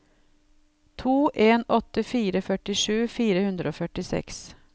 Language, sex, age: Norwegian, female, 52